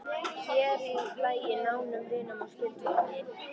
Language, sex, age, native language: Icelandic, female, 13, Icelandic